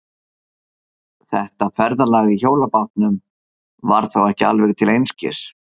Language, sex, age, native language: Icelandic, male, 50-59, Icelandic